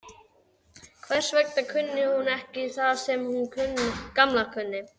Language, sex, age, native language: Icelandic, male, 12, Icelandic